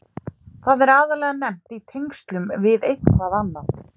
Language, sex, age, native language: Icelandic, female, 30-39, Icelandic